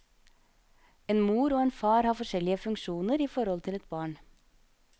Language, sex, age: Norwegian, female, 25